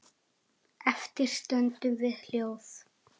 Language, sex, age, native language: Icelandic, male, 7, Icelandic